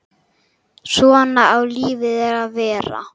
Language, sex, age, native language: Icelandic, male, 8, Icelandic